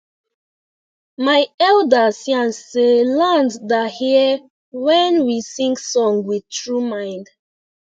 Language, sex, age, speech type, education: Nigerian Pidgin, female, 15-29, spontaneous, tertiary